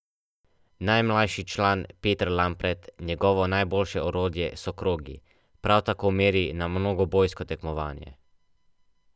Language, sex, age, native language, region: Slovenian, male, 12-17, Slovenian, Central Slovenia